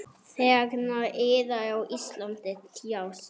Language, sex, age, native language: Icelandic, male, 7, Icelandic